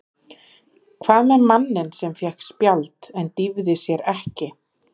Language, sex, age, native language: Icelandic, female, 30-39, Icelandic